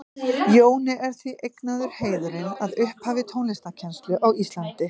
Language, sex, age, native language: Icelandic, female, 50-59, Icelandic